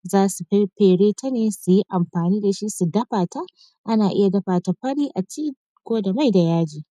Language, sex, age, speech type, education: Hausa, female, 15-29, spontaneous, tertiary